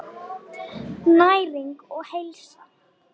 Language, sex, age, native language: Icelandic, female, 9, Icelandic